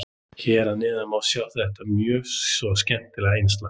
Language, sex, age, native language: Icelandic, male, 30-39, Icelandic